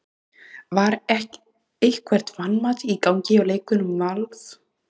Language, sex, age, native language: Icelandic, male, 18-19, Icelandic